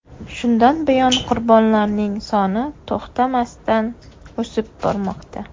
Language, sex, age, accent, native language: Uzbek, female, 18-24, Surxondaryo, Uzbek